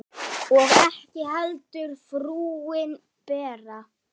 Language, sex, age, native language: Icelandic, male, 10, Icelandic